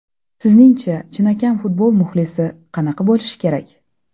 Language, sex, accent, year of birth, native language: Uzbek, female, Toshkent shahri, 1994, Uzbek